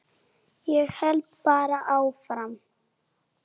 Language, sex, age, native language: Icelandic, female, 7, Icelandic